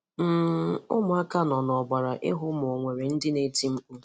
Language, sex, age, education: Igbo, female, 15-29, tertiary